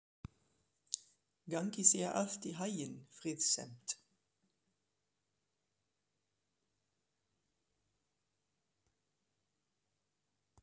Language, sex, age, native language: Icelandic, female, 40-49, German